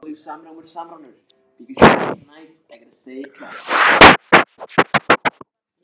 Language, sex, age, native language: Icelandic, male, 14, Icelandic